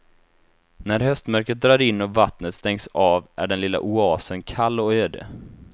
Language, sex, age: Swedish, male, 24